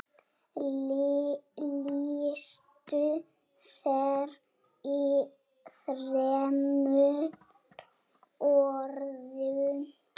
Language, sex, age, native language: Icelandic, female, 7, Icelandic